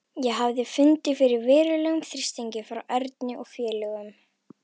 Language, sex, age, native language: Icelandic, female, 11, Icelandic